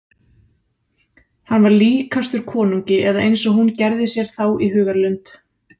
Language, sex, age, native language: Icelandic, female, 30-39, Icelandic